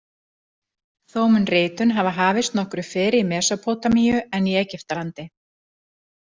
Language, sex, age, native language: Icelandic, female, 40-49, Icelandic